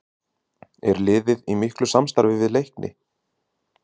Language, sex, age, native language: Icelandic, male, 30-39, Icelandic